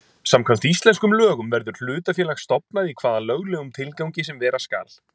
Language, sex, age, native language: Icelandic, male, 30-39, Icelandic